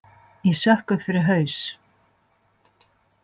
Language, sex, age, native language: Icelandic, female, 60-69, Icelandic